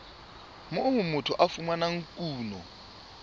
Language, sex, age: Southern Sotho, male, 24